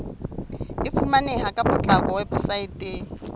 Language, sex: Southern Sotho, female